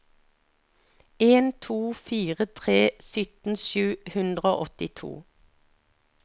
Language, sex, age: Norwegian, female, 49